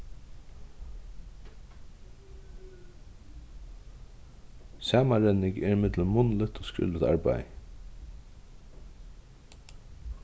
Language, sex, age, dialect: Faroese, male, 36-60, Vágar